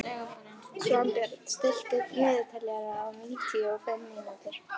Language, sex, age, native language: Icelandic, female, 11, Icelandic